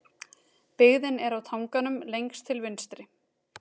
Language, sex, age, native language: Icelandic, female, 30-39, Icelandic